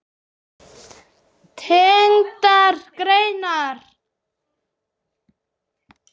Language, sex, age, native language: Icelandic, male, 8, Icelandic